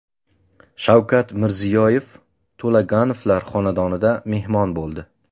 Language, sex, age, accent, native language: Uzbek, male, 25-34, Qashqadaryo, Uzbek